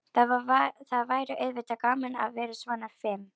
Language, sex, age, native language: Icelandic, female, 11, Icelandic